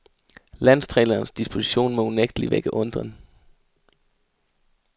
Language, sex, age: Danish, male, 33